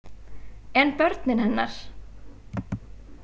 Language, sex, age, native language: Icelandic, female, 20-29, Icelandic